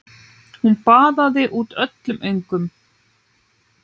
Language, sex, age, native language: Icelandic, female, 9, Icelandic